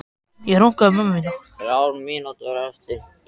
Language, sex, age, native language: Icelandic, male, 12, Icelandic